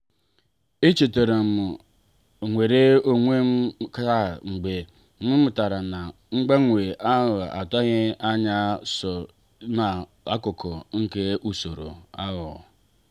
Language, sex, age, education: Igbo, male, 30-45, tertiary